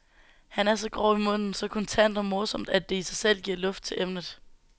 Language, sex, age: Danish, female, 19